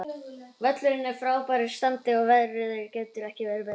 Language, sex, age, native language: Icelandic, male, 18-19, Icelandic